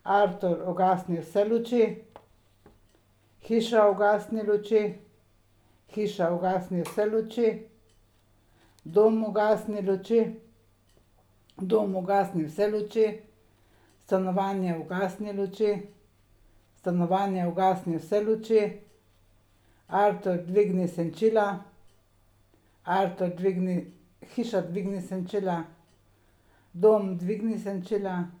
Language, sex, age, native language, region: Slovenian, female, 60+, Slovenian, Savinja region